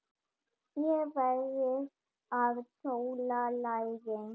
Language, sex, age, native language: Icelandic, female, 10, German